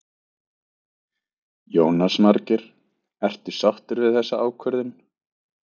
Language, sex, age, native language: Icelandic, male, 20-29, Icelandic